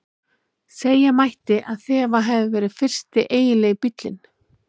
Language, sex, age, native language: Icelandic, female, 30-39, Icelandic